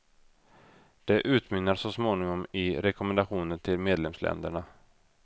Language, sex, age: Swedish, male, 32